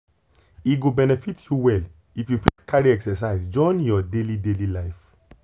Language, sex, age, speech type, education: Nigerian Pidgin, male, 30-45, spontaneous, tertiary